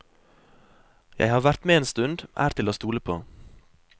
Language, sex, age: Norwegian, male, 23